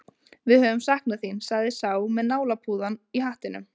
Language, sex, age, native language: Icelandic, female, 20-29, Icelandic